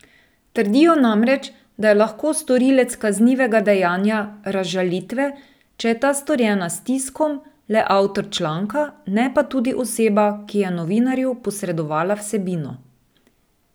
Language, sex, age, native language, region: Slovenian, female, 30-49, Slovenian, Drava region